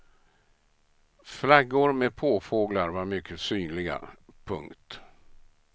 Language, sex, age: Swedish, male, 67